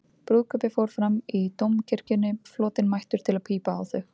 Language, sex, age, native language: Icelandic, female, 30-39, Icelandic